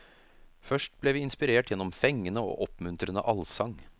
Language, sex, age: Norwegian, male, 33